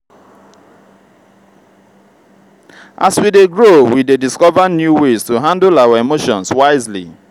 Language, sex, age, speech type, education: Nigerian Pidgin, male, 30-45, spontaneous, tertiary